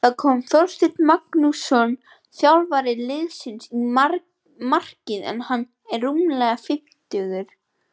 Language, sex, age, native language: Icelandic, female, 18-19, Icelandic